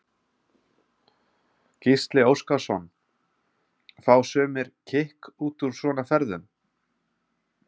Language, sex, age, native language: Icelandic, male, 30-39, Icelandic